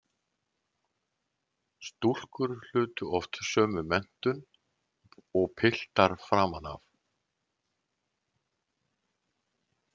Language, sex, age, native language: Icelandic, male, 70-79, Icelandic